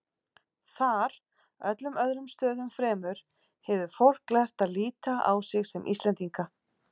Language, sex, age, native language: Icelandic, female, 40-49, Icelandic